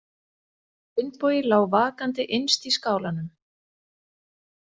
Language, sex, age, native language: Icelandic, female, 40-49, Icelandic